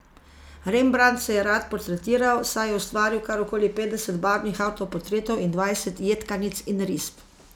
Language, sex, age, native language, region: Slovenian, female, 50-59, Slovenian, Zasavska region